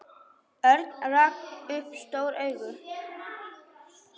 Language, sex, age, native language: Icelandic, female, 8, Icelandic